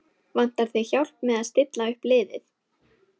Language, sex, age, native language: Icelandic, female, 17, Icelandic